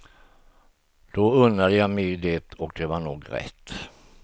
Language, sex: Swedish, male